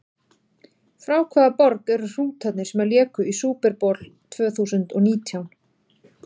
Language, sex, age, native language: Icelandic, female, 40-49, Icelandic